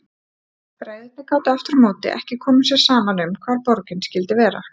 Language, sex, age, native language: Icelandic, female, 30-39, Icelandic